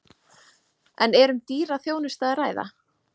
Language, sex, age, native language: Icelandic, female, 30-39, Icelandic